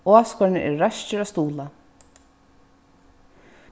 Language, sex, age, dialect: Faroese, female, 15-35, Vágar